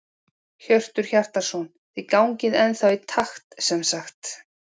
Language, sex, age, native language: Icelandic, female, 40-49, Icelandic